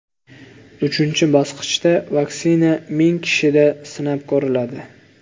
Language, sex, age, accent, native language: Uzbek, male, 18-24, Andijon, Uzbek